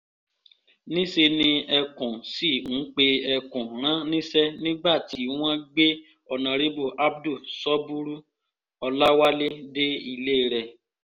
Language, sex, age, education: Yoruba, female, 15-29, tertiary